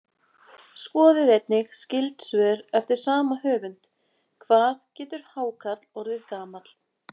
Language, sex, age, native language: Icelandic, female, 20-29, Icelandic